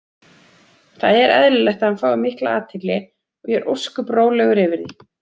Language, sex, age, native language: Icelandic, female, 30-39, Icelandic